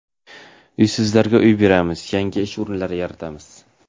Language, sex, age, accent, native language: Uzbek, male, 18-24, Navoiy, Uzbek